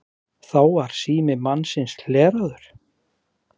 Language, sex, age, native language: Icelandic, male, 40-49, Icelandic